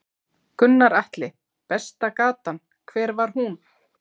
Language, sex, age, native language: Icelandic, female, 40-49, Icelandic